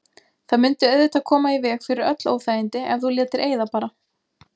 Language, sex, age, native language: Icelandic, female, 20-29, Icelandic